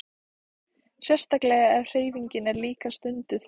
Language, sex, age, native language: Icelandic, female, 14, Icelandic